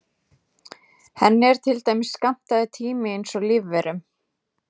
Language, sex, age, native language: Icelandic, female, 30-39, Icelandic